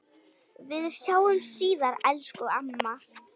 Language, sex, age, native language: Icelandic, female, 10, Icelandic